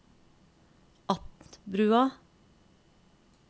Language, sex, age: Norwegian, female, 50